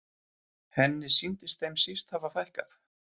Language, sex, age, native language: Icelandic, male, 20-29, Icelandic